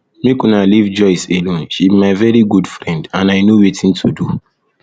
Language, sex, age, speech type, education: Nigerian Pidgin, male, 15-29, spontaneous, tertiary